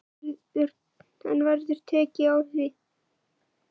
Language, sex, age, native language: Icelandic, male, 9, Icelandic